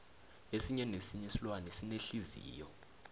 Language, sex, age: South Ndebele, male, 21